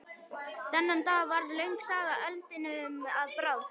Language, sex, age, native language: Icelandic, male, 11, Icelandic